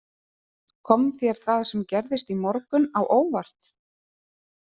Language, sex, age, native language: Icelandic, female, 30-39, Icelandic